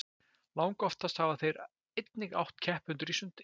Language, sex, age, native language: Icelandic, male, 20-29, Icelandic